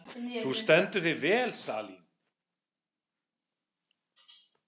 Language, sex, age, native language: Icelandic, male, 18-19, English